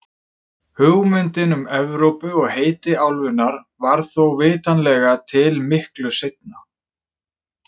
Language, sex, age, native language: Icelandic, male, 30-39, Icelandic